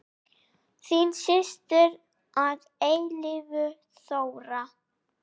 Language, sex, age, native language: Icelandic, female, 8, Icelandic